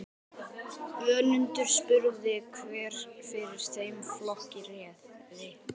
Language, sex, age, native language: Icelandic, male, 12, Icelandic